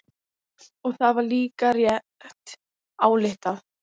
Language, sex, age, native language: Icelandic, other, 12, Icelandic